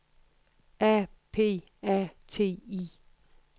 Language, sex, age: Danish, female, 52